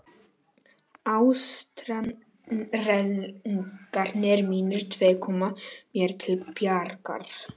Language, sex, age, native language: Icelandic, male, 11, Polish